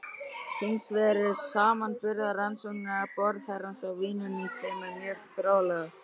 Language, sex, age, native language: Icelandic, male, 12, Icelandic